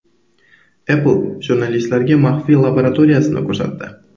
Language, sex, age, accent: Uzbek, male, 18-24, Qoraqalpog'iston